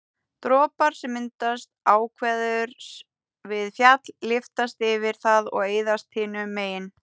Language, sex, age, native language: Icelandic, female, 18-19, Icelandic